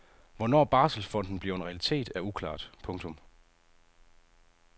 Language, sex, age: Danish, male, 30